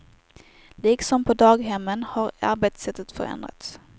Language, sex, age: Swedish, female, 18